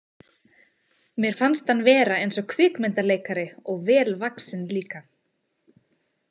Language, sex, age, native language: Icelandic, female, 20-29, Icelandic